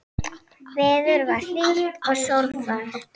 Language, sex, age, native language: Icelandic, female, 6, Icelandic